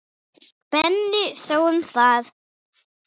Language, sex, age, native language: Icelandic, female, 6, English